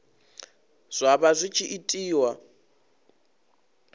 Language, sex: Venda, male